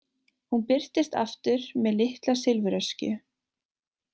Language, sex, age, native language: Icelandic, female, 18-19, Icelandic